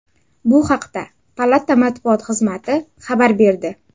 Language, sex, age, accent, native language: Uzbek, female, under 19, Jizzax, Uzbek